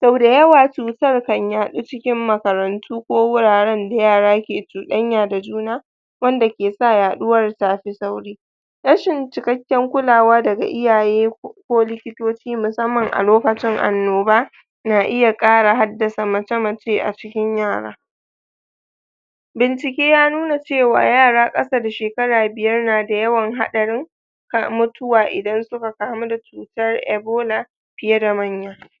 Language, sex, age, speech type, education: Hausa, female, 30-45, spontaneous, tertiary